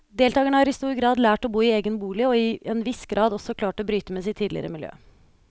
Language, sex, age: Norwegian, female, 29